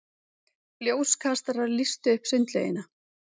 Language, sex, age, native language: Icelandic, female, 30-39, Icelandic